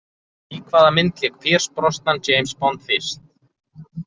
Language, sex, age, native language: Icelandic, male, 20-29, Icelandic